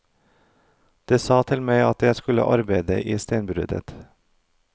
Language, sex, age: Norwegian, male, 32